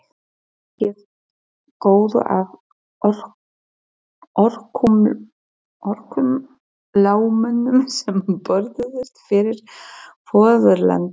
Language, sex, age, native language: Icelandic, female, 40-49, Polish